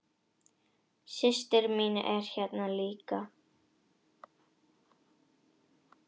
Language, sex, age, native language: Icelandic, female, 10, Icelandic